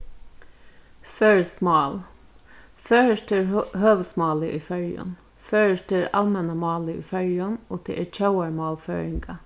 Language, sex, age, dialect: Faroese, female, 36-60, Norðurstreymoy/Eysturoy